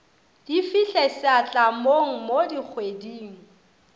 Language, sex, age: Northern Sotho, female, 27